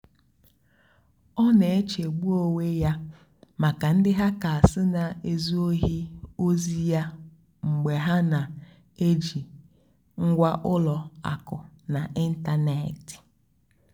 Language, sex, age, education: Igbo, female, 15-29, tertiary